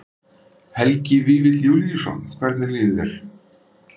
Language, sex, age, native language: Icelandic, male, 50-59, Icelandic